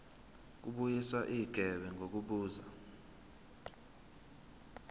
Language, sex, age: Zulu, male, 21